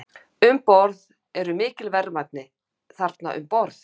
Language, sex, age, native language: Icelandic, female, 50-59, Icelandic